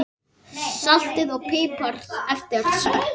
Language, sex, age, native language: Icelandic, male, 8, Icelandic